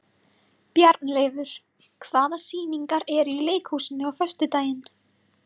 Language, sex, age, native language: Icelandic, female, 20-29, Icelandic